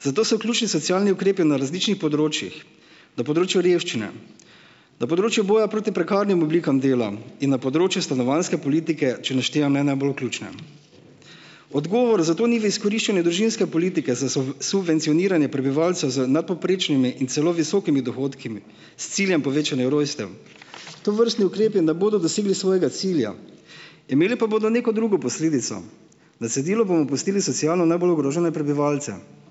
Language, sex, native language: Slovenian, male, Slovenian